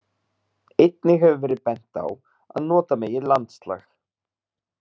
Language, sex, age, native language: Icelandic, male, 30-39, Icelandic